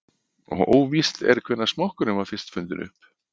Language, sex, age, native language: Icelandic, male, 50-59, Icelandic